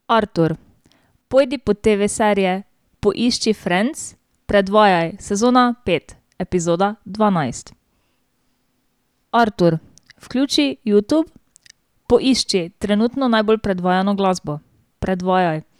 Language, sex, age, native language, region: Slovenian, female, 18-29, Slovenian, Drava region